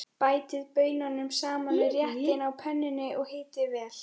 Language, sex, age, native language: Icelandic, female, 13, Icelandic